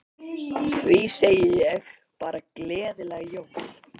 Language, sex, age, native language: Icelandic, male, 18-19, Icelandic